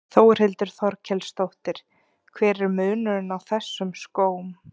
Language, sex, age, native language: Icelandic, female, 30-39, Icelandic